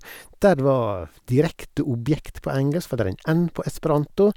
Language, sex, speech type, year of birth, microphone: Norwegian, male, spontaneous, 1970, Sennheiser